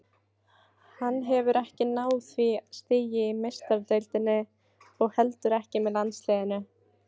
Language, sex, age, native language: Icelandic, female, 18-19, Icelandic